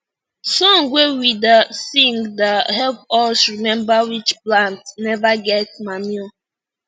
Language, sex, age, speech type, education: Nigerian Pidgin, female, 15-29, spontaneous, tertiary